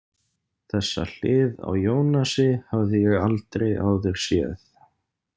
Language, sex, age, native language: Icelandic, male, 30-39, Icelandic